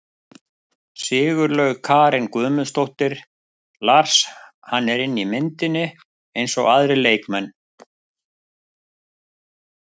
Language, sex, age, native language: Icelandic, male, 50-59, Icelandic